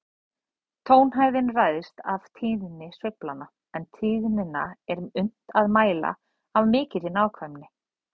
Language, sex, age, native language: Icelandic, female, 30-39, Icelandic